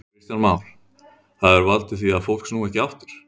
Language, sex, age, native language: Icelandic, male, 30-39, Icelandic